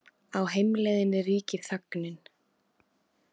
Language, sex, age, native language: Icelandic, female, 20-29, Icelandic